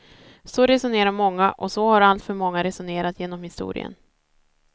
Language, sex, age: Swedish, female, 30